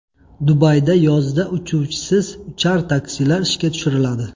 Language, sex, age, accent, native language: Uzbek, male, 25-34, Qashqadaryo, Uzbek